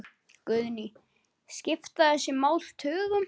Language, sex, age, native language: Icelandic, male, 10, Icelandic